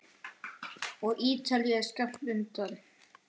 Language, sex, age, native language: Icelandic, male, 10, Icelandic